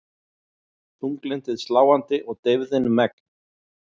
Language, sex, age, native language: Icelandic, male, 40-49, Icelandic